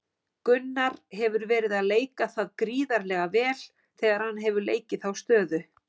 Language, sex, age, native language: Icelandic, female, 40-49, Icelandic